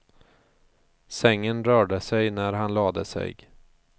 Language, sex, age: Swedish, male, 34